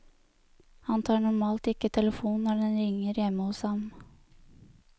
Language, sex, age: Norwegian, female, 23